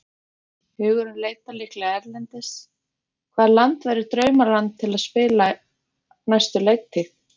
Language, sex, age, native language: Icelandic, female, 50-59, Icelandic